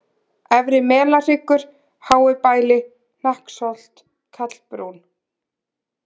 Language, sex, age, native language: Icelandic, female, 20-29, Icelandic